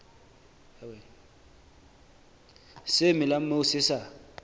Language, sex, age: Southern Sotho, male, 24